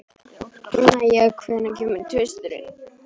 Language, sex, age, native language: Icelandic, female, 12, Icelandic